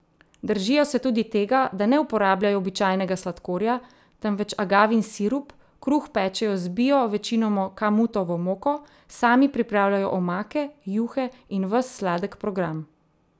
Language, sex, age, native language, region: Slovenian, female, 30-49, Slovenian, Central Slovenia